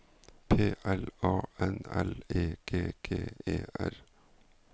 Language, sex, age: Norwegian, male, 49